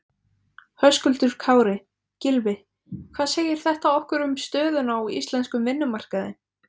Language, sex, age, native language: Icelandic, female, 20-29, Icelandic